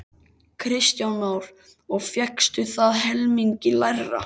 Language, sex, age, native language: Icelandic, male, 13, Icelandic